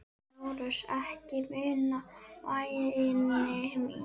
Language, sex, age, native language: Icelandic, male, 9, Icelandic